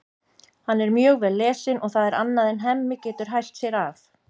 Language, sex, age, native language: Icelandic, female, 50-59, Icelandic